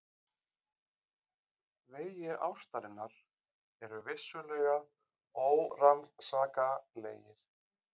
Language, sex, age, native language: Icelandic, male, 40-49, Icelandic